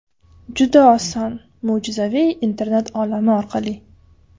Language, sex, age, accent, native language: Uzbek, female, 25-34, Qashqadaryo, Uzbek